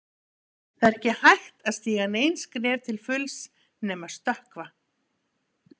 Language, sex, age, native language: Icelandic, female, 50-59, Icelandic